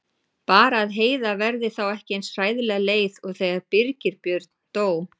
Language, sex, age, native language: Icelandic, female, 40-49, Icelandic